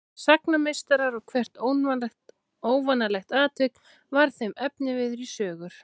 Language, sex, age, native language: Icelandic, female, 16, Icelandic